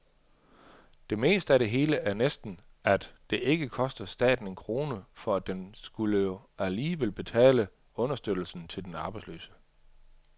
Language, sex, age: Danish, male, 38